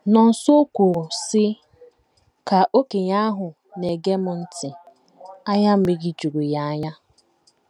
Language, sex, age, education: Igbo, female, 15-29, tertiary